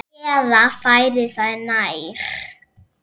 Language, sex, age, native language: Icelandic, female, 6, Icelandic